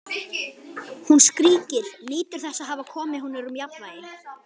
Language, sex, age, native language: Icelandic, male, 11, Icelandic